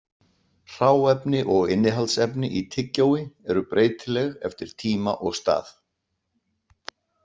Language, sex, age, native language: Icelandic, male, 60-69, Icelandic